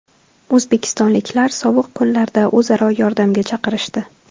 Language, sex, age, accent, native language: Uzbek, female, 18-24, Toshkent viloyati, Tajik